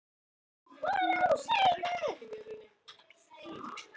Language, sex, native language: Icelandic, other, Icelandic